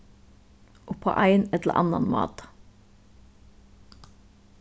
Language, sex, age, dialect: Faroese, female, 36-60, Suðuroy